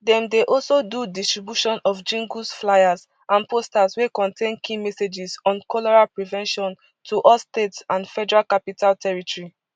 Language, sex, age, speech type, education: Nigerian Pidgin, female, 15-29, spontaneous, tertiary